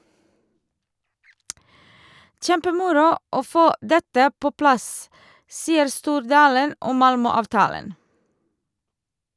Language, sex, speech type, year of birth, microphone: Norwegian, female, read, 1978, Shure